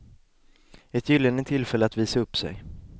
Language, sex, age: Swedish, male, 20